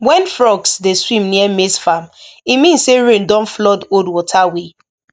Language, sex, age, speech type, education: Nigerian Pidgin, female, 15-29, spontaneous, tertiary